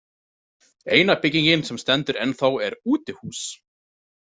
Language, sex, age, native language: Icelandic, male, 30-39, Icelandic